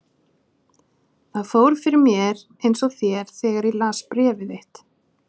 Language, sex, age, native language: Icelandic, female, 30-39, Icelandic